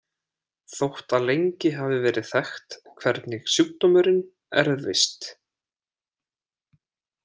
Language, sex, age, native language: Icelandic, male, 30-39, Icelandic